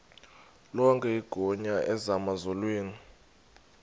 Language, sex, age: Xhosa, male, 32